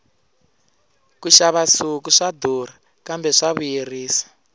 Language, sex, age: Tsonga, male, 20